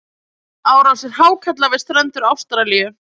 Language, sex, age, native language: Icelandic, female, 20-29, Icelandic